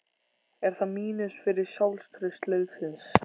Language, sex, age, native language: Icelandic, male, 14, Icelandic